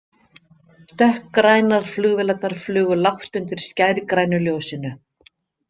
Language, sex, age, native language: Icelandic, female, 50-59, Icelandic